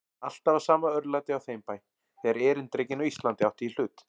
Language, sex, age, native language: Icelandic, male, 40-49, Icelandic